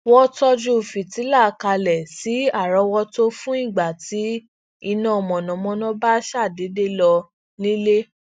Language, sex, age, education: Yoruba, female, 15-29, tertiary